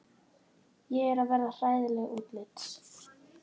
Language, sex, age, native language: Icelandic, female, 12, Icelandic